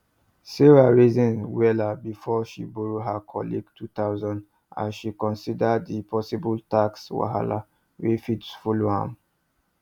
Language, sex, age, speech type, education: Nigerian Pidgin, male, 30-45, spontaneous, tertiary